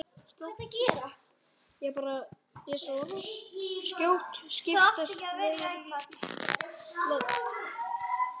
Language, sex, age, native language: Icelandic, male, 7, Icelandic